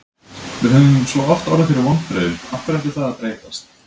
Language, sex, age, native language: Icelandic, male, 20-29, Icelandic